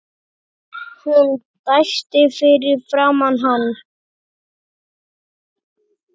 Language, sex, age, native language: Icelandic, male, 6, Icelandic